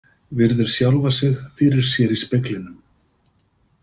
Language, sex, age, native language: Icelandic, male, 50-59, Icelandic